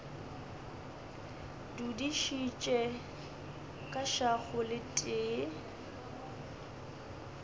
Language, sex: Northern Sotho, male